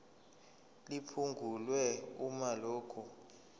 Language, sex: Zulu, male